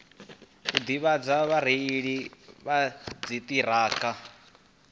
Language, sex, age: Venda, male, 22